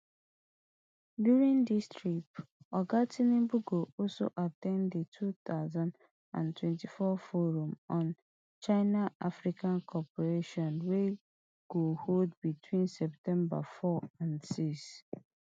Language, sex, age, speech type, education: Nigerian Pidgin, female, 30-45, spontaneous, tertiary